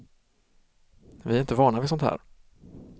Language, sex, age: Swedish, male, 32